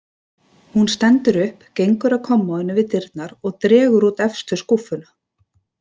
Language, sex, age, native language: Icelandic, female, 30-39, Icelandic